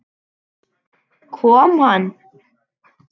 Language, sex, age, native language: Icelandic, male, 10, Icelandic